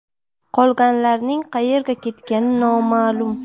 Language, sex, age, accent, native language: Uzbek, female, 19-29, Buxoro, Uzbek